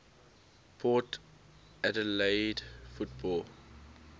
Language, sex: English, male